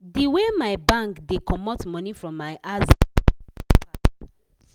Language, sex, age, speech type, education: Nigerian Pidgin, female, 30-45, spontaneous, secondary